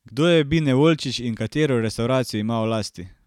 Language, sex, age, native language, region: Slovenian, male, 18-29, Slovenian, Carinthia region